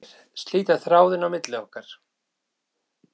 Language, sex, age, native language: Icelandic, male, 60-69, Icelandic